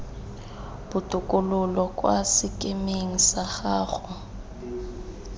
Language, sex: Tswana, female